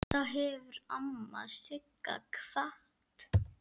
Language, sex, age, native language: Icelandic, female, 8, Icelandic